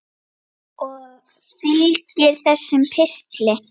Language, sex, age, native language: Icelandic, female, 8, Icelandic